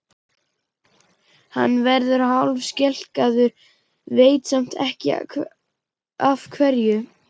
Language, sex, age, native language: Icelandic, male, 11, Icelandic